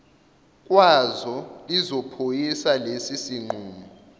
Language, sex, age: Zulu, male, 21